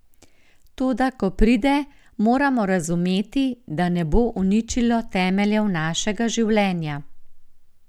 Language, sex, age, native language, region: Slovenian, female, 50-59, Slovenian, Gorenjska region